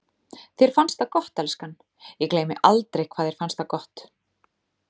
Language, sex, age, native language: Icelandic, female, 30-39, Icelandic